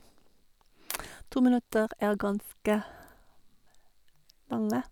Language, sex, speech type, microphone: Norwegian, female, spontaneous, Sennheiser